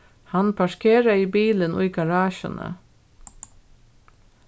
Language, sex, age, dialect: Faroese, female, 36-60, Norðurstreymoy/Eysturoy